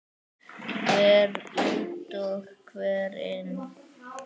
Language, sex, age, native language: Icelandic, male, 9, Icelandic